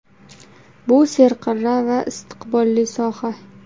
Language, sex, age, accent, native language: Uzbek, female, 19-29, Farg'ona, Uzbek